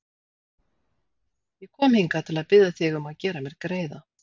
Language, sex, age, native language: Icelandic, female, 40-49, Icelandic